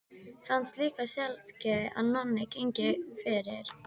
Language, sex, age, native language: Icelandic, female, 12, Icelandic